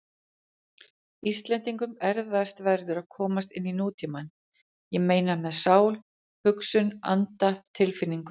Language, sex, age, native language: Icelandic, female, 40-49, Icelandic